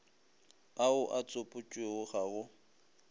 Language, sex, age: Northern Sotho, male, 25